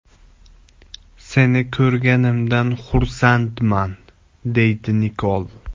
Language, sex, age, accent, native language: Uzbek, male, 18-24, Buxoro, Uzbek